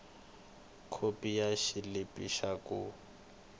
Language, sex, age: Tsonga, male, 22